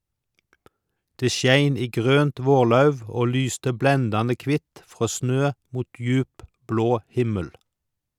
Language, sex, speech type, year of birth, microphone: Norwegian, male, read, 1951, Shure